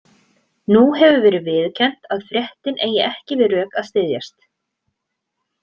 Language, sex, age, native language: Icelandic, female, 20-29, Icelandic